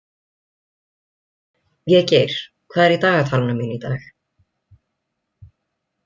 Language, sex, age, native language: Icelandic, other, 20-29, Icelandic